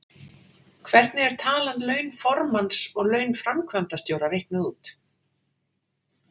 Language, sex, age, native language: Icelandic, female, 40-49, Icelandic